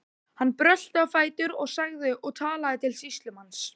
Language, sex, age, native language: Icelandic, male, 12, Icelandic